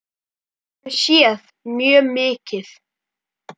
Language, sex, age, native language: Icelandic, male, 10, Icelandic